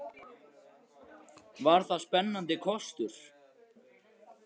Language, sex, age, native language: Icelandic, male, 14, Icelandic